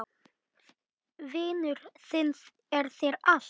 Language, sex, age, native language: Icelandic, male, 9, Icelandic